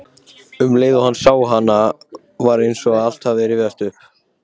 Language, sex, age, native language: Icelandic, male, 18-19, Icelandic